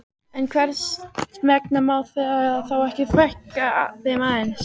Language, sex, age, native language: Icelandic, female, 12, Icelandic